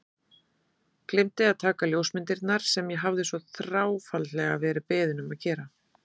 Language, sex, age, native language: Icelandic, female, 30-39, Icelandic